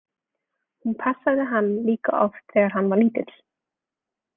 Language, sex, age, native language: Icelandic, female, 20-29, Icelandic